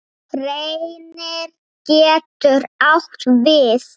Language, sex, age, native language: Icelandic, female, 8, Icelandic